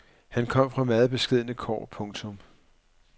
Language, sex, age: Danish, male, 44